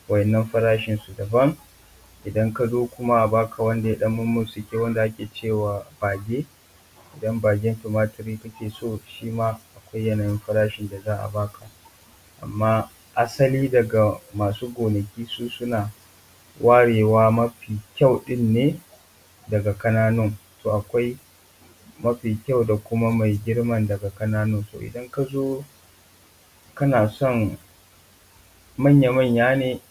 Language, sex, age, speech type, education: Hausa, male, 15-29, spontaneous, tertiary